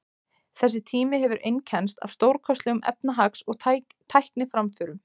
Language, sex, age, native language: Icelandic, female, 20-29, Icelandic